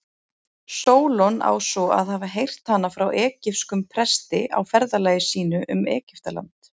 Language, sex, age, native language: Icelandic, female, 40-49, Icelandic